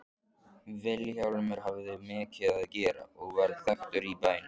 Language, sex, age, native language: Icelandic, male, 14, Icelandic